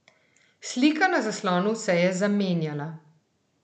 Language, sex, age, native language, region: Slovenian, female, 30-49, Slovenian, Central Slovenia